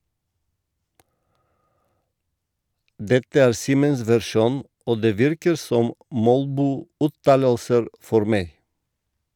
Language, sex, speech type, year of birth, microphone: Norwegian, male, read, 1958, Shure